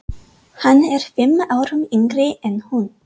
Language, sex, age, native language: Icelandic, female, 30-39, English